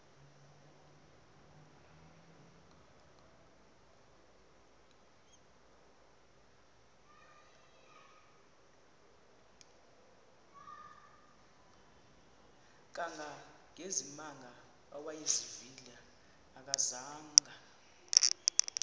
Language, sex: Xhosa, female